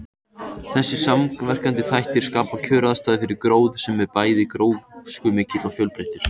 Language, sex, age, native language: Icelandic, male, 18-19, Icelandic